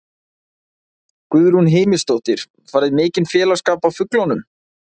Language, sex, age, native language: Icelandic, male, 20-29, Icelandic